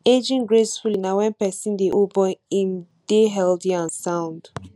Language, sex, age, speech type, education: Nigerian Pidgin, female, 15-29, spontaneous, tertiary